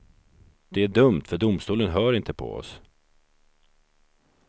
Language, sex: Swedish, male